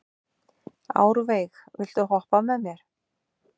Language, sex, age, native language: Icelandic, female, 50-59, Icelandic